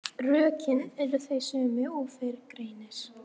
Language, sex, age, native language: Icelandic, female, 13, Icelandic